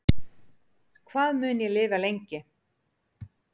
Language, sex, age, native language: Icelandic, female, 50-59, Icelandic